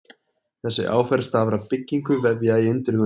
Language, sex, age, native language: Icelandic, male, 20-29, Icelandic